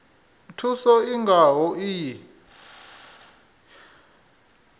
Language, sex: Venda, male